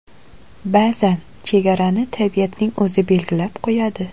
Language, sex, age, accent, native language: Uzbek, female, 25-34, Qoraqalpog'iston, Uzbek